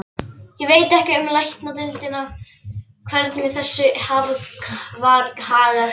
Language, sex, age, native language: Icelandic, female, 11, Icelandic